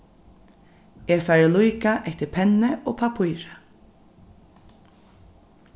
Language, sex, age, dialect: Faroese, female, 36-60, Norðurstreymoy/Eysturoy